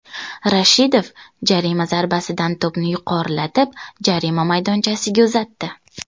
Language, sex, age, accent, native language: Uzbek, female, 19-29, Toshkent viloyati, Uzbek